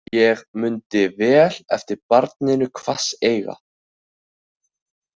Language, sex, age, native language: Icelandic, male, 18-19, Icelandic